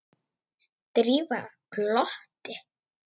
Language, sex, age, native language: Icelandic, female, 9, Icelandic